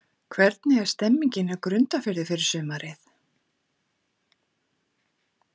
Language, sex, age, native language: Icelandic, female, 40-49, Icelandic